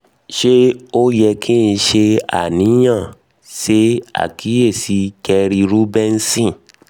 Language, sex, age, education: Yoruba, male, 30-45, tertiary